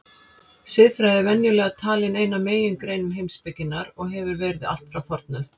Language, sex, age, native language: Icelandic, female, 50-59, Icelandic